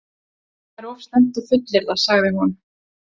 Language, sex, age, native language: Icelandic, female, 20-29, Icelandic